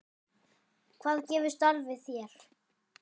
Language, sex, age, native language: Icelandic, male, 10, Icelandic